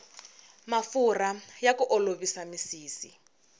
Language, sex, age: Tsonga, female, 19